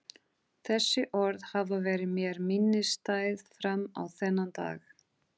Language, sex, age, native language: Icelandic, female, 30-39, Portuguese